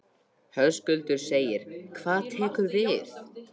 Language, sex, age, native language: Icelandic, male, 13, Icelandic